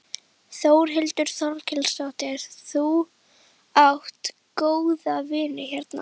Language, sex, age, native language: Icelandic, female, 11, Icelandic